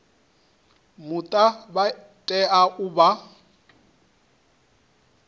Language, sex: Venda, male